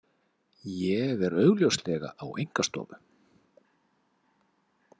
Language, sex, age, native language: Icelandic, male, 50-59, Icelandic